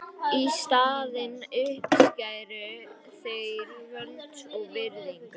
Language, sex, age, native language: Icelandic, female, 50-59, Icelandic